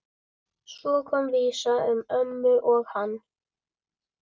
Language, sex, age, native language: Icelandic, male, 11, Icelandic